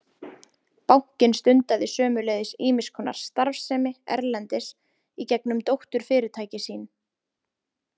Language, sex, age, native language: Icelandic, female, 20-29, Icelandic